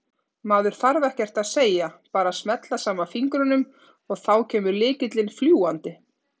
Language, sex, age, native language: Icelandic, female, 30-39, Icelandic